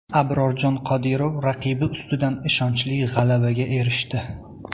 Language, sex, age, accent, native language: Uzbek, male, 19-29, Toshkent viloyati, Uzbek